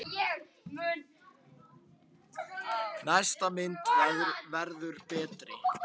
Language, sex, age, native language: Icelandic, male, 10, Icelandic